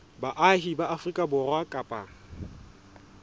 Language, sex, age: Southern Sotho, male, 20